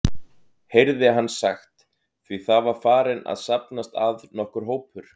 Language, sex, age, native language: Icelandic, male, 30-39, Icelandic